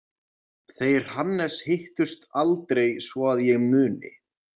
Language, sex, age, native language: Icelandic, male, 20-29, Icelandic